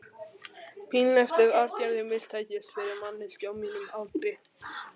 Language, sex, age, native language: Icelandic, male, 11, Icelandic